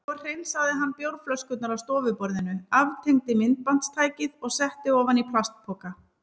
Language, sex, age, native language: Icelandic, female, 30-39, Icelandic